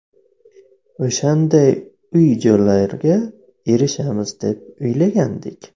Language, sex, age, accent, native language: Uzbek, male, 25-34, Navoiy, Uzbek